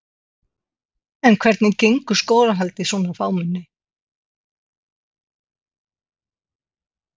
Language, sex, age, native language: Icelandic, female, 60-69, Icelandic